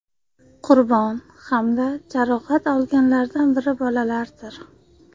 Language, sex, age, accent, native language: Uzbek, female, 25-34, Qashqadaryo, Uzbek